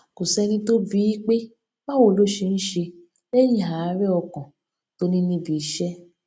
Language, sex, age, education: Yoruba, female, 15-29, tertiary